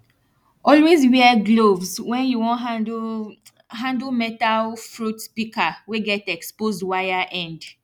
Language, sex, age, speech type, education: Nigerian Pidgin, female, 15-29, spontaneous, tertiary